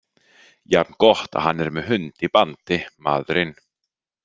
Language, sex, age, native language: Icelandic, male, 30-39, Icelandic